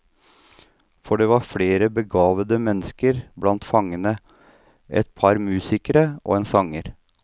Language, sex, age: Norwegian, male, 39